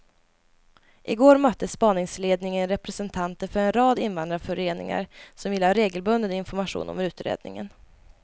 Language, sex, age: Swedish, female, 20